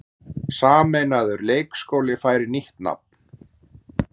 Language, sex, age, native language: Icelandic, male, 40-49, Icelandic